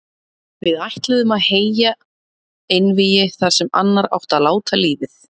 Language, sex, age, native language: Icelandic, female, 30-39, Icelandic